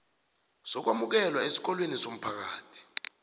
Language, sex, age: South Ndebele, male, 21